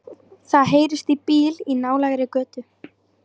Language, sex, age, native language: Icelandic, female, 13, Icelandic